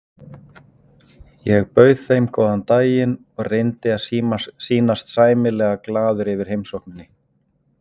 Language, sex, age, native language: Icelandic, male, 40-49, Icelandic